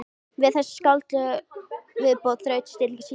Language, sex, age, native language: Icelandic, female, 13, Icelandic